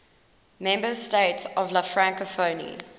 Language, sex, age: English, female, 19